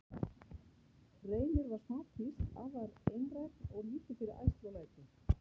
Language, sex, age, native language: Icelandic, female, 50-59, Icelandic